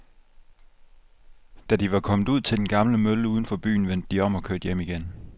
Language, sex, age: Danish, male, 24